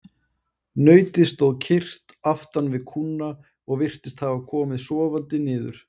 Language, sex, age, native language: Icelandic, male, 20-29, Icelandic